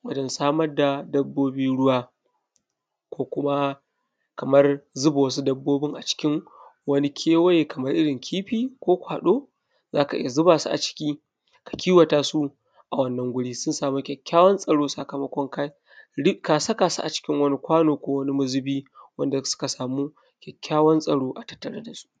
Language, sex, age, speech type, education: Hausa, male, 15-29, spontaneous, primary